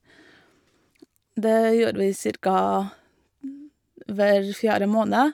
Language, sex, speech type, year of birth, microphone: Norwegian, female, spontaneous, 1986, Shure